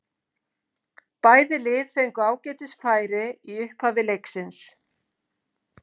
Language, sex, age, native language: Icelandic, female, 50-59, Icelandic